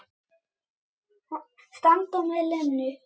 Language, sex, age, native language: Icelandic, male, 8, Icelandic